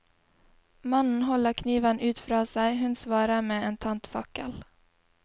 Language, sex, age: Norwegian, female, 20